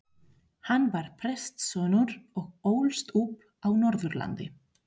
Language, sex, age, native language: Icelandic, female, 30-39, Spanish